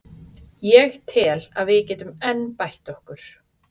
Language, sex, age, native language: Icelandic, female, 30-39, Icelandic